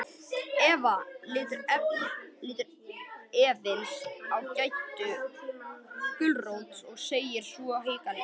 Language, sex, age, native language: Icelandic, female, 50-59, Icelandic